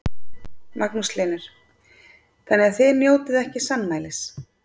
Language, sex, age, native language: Icelandic, female, 50-59, Icelandic